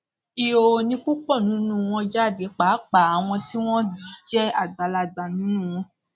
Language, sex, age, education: Yoruba, female, 46-60, secondary